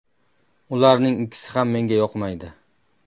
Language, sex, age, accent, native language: Uzbek, male, 19-29, Farg'ona, Uzbek